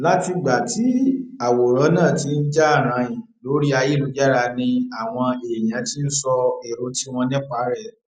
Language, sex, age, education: Yoruba, male, 30-45, tertiary